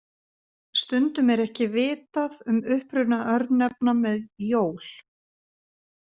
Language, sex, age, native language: Icelandic, female, 50-59, Icelandic